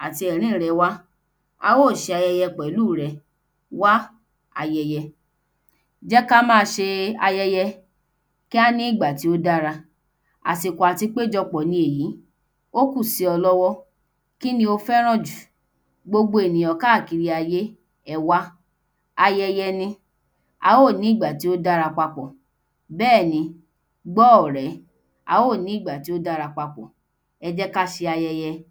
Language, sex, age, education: Yoruba, female, 15-29, tertiary